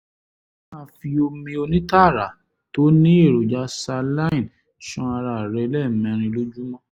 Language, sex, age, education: Yoruba, male, 30-45, tertiary